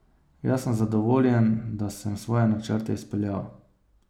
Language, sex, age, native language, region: Slovenian, male, 30-49, Slovenian, Savinja region